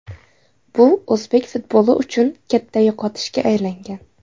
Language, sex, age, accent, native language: Uzbek, female, 18-24, Samarqand, Uzbek